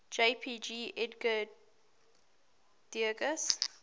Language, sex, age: English, female, 18